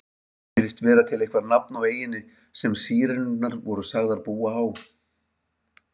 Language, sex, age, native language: Icelandic, male, 50-59, Icelandic